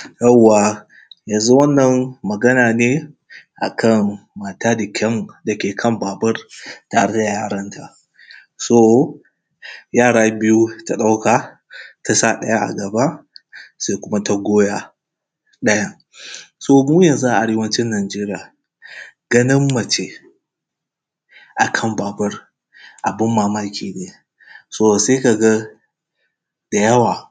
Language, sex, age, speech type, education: Hausa, male, 15-29, spontaneous, tertiary